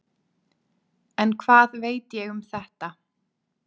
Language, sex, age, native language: Icelandic, female, 20-29, Icelandic